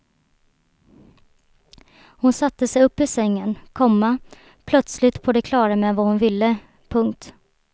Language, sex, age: Swedish, female, 23